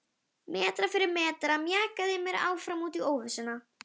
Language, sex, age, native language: Icelandic, female, 11, Icelandic